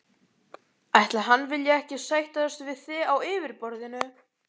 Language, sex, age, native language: Icelandic, male, 11, Icelandic